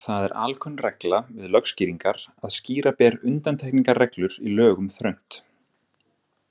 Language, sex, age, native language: Icelandic, male, 30-39, Icelandic